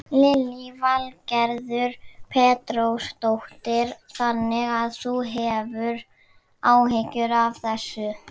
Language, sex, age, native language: Icelandic, male, 11, Icelandic